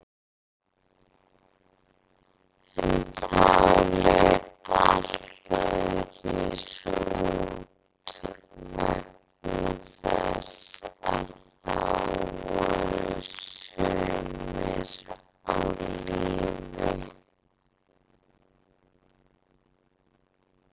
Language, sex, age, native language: Icelandic, female, 30-39, Icelandic